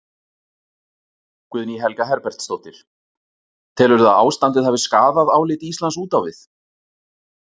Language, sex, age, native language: Icelandic, male, 40-49, Icelandic